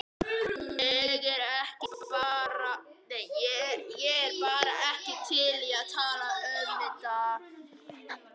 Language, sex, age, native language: Icelandic, male, 11, Icelandic